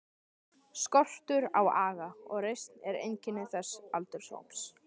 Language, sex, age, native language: Icelandic, male, 13, Icelandic